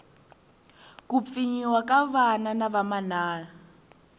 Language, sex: Tsonga, female